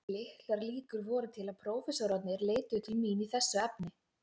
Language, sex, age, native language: Icelandic, female, 20-29, Icelandic